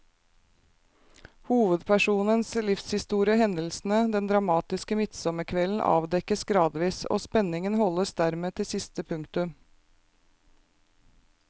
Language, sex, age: Norwegian, female, 36